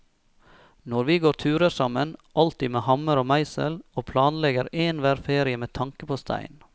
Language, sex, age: Norwegian, male, 34